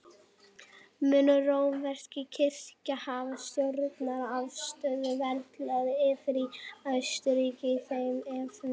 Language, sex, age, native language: Icelandic, female, 18-19, Icelandic